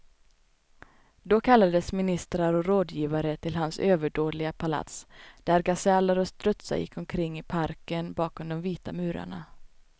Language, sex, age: Swedish, female, 29